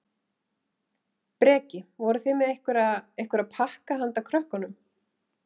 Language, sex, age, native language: Icelandic, female, 30-39, Icelandic